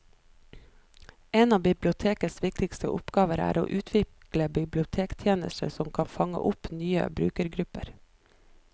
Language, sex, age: Norwegian, female, 29